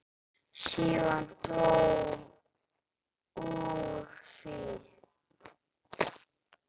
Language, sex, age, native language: Icelandic, male, 10, Icelandic